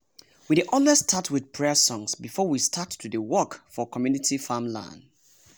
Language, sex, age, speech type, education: Nigerian Pidgin, male, 30-45, spontaneous, tertiary